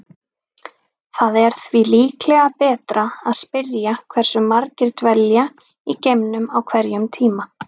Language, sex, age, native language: Icelandic, female, 30-39, Icelandic